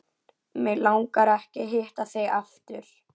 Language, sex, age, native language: Icelandic, female, 11, Icelandic